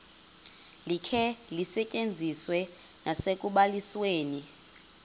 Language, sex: Xhosa, female